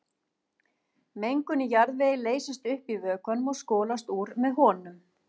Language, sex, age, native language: Icelandic, female, 40-49, Icelandic